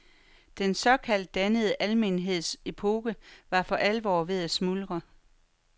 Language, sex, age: Danish, female, 43